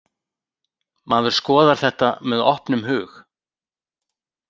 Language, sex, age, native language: Icelandic, male, 40-49, Icelandic